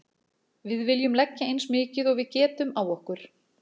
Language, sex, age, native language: Icelandic, female, 40-49, Icelandic